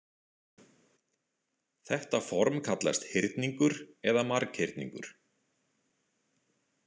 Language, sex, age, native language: Icelandic, male, 40-49, Icelandic